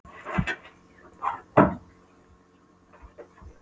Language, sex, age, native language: Icelandic, female, 12, Polish